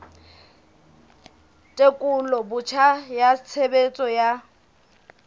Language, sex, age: Southern Sotho, female, 24